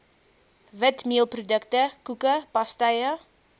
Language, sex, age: Afrikaans, female, 22